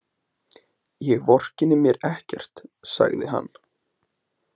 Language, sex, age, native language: Icelandic, male, 20-29, Icelandic